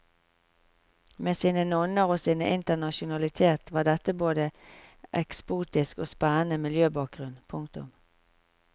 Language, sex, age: Norwegian, female, 45